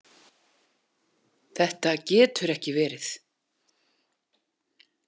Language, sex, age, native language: Icelandic, female, 40-49, Icelandic